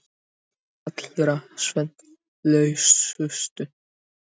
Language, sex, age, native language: Icelandic, male, 18-19, Icelandic